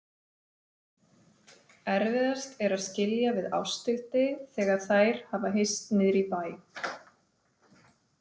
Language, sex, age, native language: Icelandic, female, 30-39, Icelandic